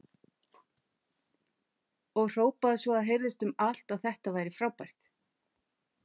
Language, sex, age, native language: Icelandic, female, 50-59, Icelandic